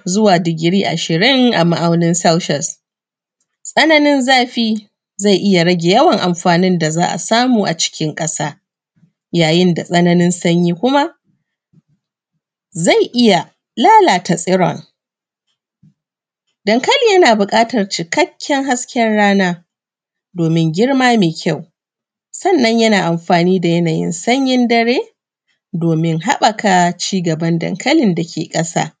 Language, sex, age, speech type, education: Hausa, female, 30-45, spontaneous, primary